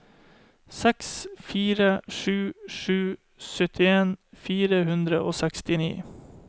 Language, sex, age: Norwegian, male, 31